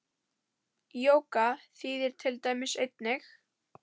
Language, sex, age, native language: Icelandic, female, 10, Icelandic